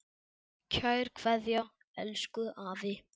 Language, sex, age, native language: Icelandic, male, 10, Icelandic